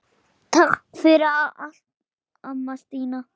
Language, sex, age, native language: Icelandic, male, 10, Icelandic